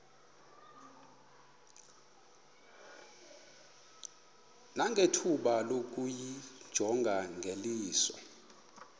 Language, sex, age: Xhosa, male, 24